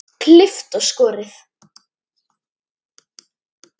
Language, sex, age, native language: Icelandic, male, 10, Icelandic